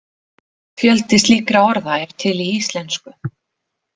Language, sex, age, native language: Icelandic, female, 40-49, Icelandic